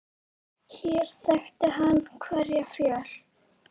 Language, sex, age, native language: Icelandic, female, 9, Icelandic